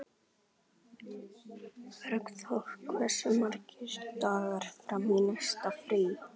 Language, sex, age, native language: Icelandic, male, 11, Icelandic